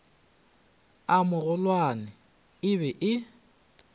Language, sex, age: Northern Sotho, male, 25